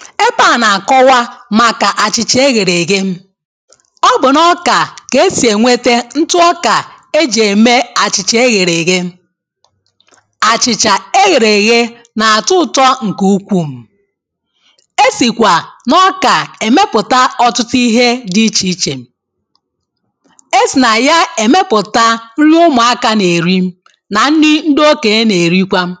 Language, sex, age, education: Igbo, female, 30-45, tertiary